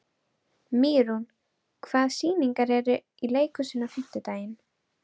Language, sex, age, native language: Icelandic, female, 12, Icelandic